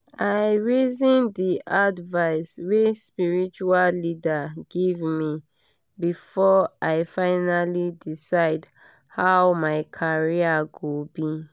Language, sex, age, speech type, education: Nigerian Pidgin, female, 30-45, spontaneous, tertiary